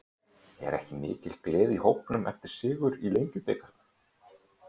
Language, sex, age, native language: Icelandic, male, 30-39, Icelandic